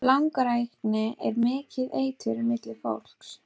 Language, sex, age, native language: Icelandic, female, 12, Icelandic